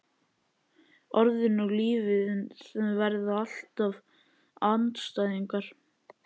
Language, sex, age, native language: Icelandic, other, 11, Icelandic